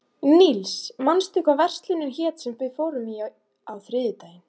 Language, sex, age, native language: Icelandic, female, 18-19, Icelandic